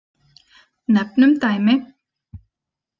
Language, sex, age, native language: Icelandic, female, 30-39, Icelandic